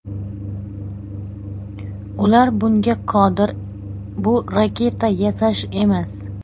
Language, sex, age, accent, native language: Uzbek, female, 30-39, Xorazm, Uzbek